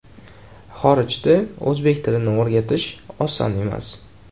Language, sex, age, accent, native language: Uzbek, male, 18-24, Jizzax, Uzbek